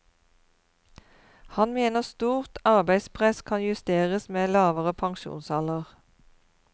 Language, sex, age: Norwegian, female, 52